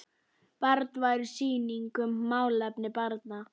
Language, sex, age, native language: Icelandic, female, 10, Icelandic